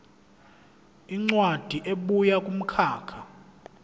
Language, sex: Zulu, male